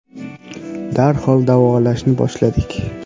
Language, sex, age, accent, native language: Uzbek, male, 18-24, Samarqand, Uzbek